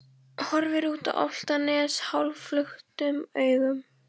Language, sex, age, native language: Icelandic, female, 14, Icelandic